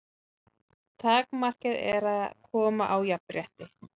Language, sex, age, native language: Icelandic, female, 30-39, Icelandic